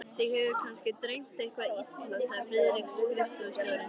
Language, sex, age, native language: Icelandic, female, 13, Icelandic